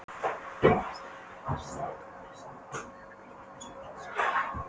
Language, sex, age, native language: Icelandic, female, 12, Polish